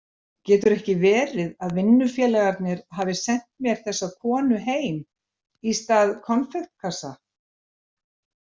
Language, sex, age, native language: Icelandic, female, 70-79, Icelandic